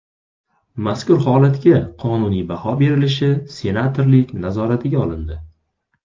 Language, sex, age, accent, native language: Uzbek, male, 19-29, Farg'ona, Uzbek